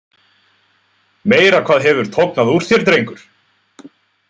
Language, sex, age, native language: Icelandic, male, 20-29, Icelandic